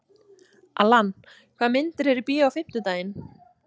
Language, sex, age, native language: Icelandic, female, 20-29, Icelandic